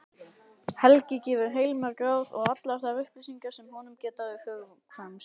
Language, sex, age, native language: Icelandic, male, 18-19, Icelandic